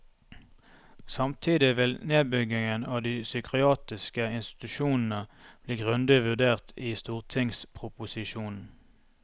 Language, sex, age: Norwegian, male, 32